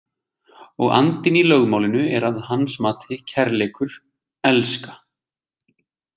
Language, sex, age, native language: Icelandic, male, 20-29, Icelandic